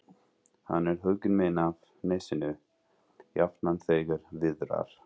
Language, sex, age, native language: Icelandic, female, 40-49, English